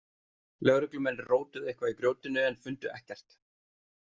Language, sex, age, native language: Icelandic, male, 30-39, Icelandic